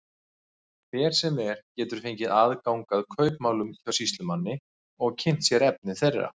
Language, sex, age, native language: Icelandic, male, 40-49, Icelandic